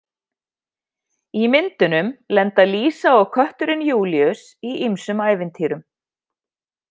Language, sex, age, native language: Icelandic, female, 50-59, Icelandic